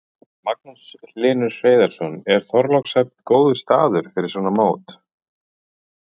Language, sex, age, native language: Icelandic, male, 40-49, Icelandic